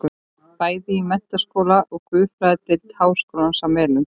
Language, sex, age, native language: Icelandic, female, 13, Icelandic